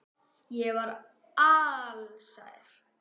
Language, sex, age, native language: Icelandic, female, 9, Icelandic